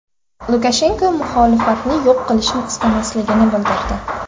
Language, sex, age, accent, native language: Uzbek, female, 18-24, Andijon, Uzbek